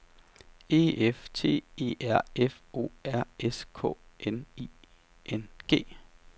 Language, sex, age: Danish, male, 33